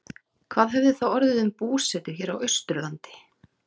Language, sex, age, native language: Icelandic, female, 30-39, Icelandic